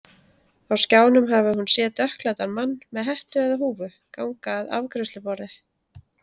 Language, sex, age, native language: Icelandic, female, 30-39, Icelandic